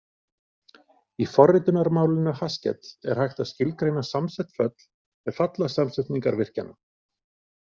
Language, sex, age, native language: Icelandic, male, 40-49, Icelandic